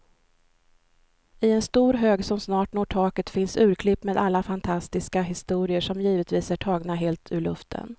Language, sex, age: Swedish, female, 53